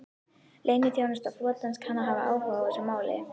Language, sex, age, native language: Icelandic, female, 11, Icelandic